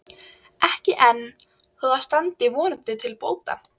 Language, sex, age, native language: Icelandic, female, 12, Icelandic